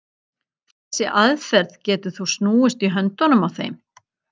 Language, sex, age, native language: Icelandic, female, 50-59, Icelandic